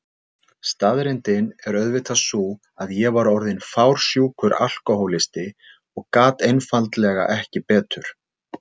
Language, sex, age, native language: Icelandic, male, 40-49, Icelandic